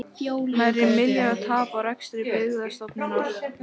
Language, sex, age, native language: Icelandic, female, 18-19, Icelandic